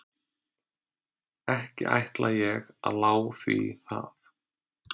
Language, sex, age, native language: Icelandic, male, 30-39, Icelandic